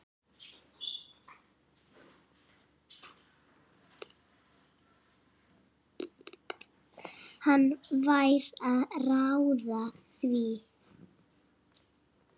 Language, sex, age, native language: Icelandic, female, 7, Icelandic